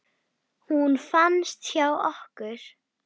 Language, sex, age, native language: Icelandic, female, 10, Icelandic